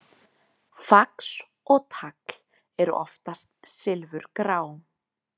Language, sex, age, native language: Icelandic, female, 20-29, Icelandic